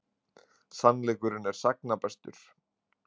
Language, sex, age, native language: Icelandic, male, 20-29, Icelandic